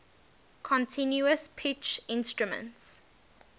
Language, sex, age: English, female, 19